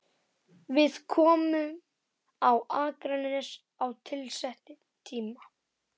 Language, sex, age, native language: Icelandic, male, 11, Icelandic